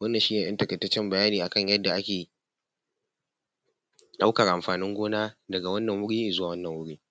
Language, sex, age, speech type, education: Hausa, male, 15-29, spontaneous, tertiary